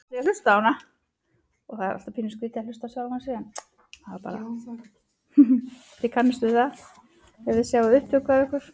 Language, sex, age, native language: Icelandic, female, 40-49, Icelandic